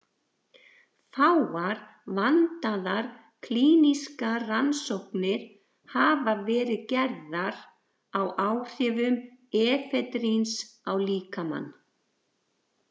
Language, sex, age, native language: Icelandic, female, 60-69, Icelandic